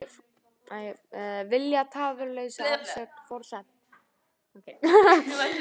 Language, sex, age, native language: Icelandic, female, 18-19, Icelandic